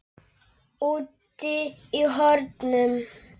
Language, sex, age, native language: Icelandic, male, 10, Polish